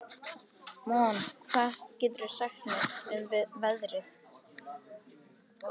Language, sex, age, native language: Icelandic, male, 13, Icelandic